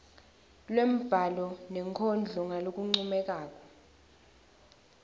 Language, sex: Swati, female